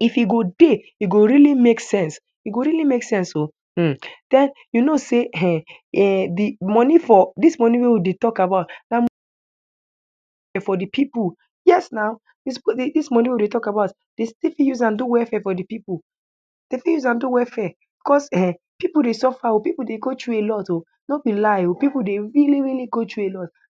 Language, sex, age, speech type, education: Nigerian Pidgin, male, 15-29, spontaneous, tertiary